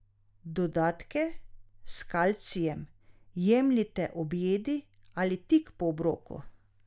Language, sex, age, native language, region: Slovenian, female, 30-49, Slovenian, Drava region